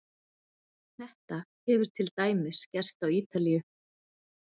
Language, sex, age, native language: Icelandic, female, 40-49, Icelandic